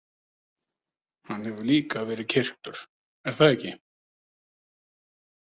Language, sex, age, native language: Icelandic, male, 30-39, Icelandic